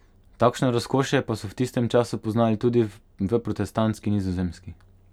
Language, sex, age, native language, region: Slovenian, male, 18-29, Slovenian, Pomurje region